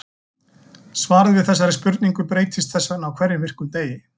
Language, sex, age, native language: Icelandic, male, 40-49, Icelandic